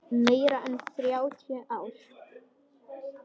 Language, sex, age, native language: Icelandic, male, 10, Icelandic